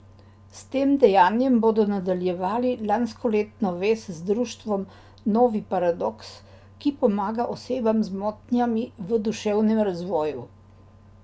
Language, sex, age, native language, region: Slovenian, female, 60+, Slovenian, Drava region